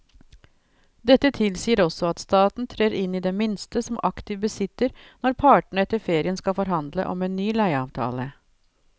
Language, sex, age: Norwegian, female, 52